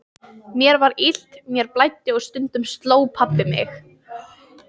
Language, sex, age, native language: Icelandic, female, 15, Icelandic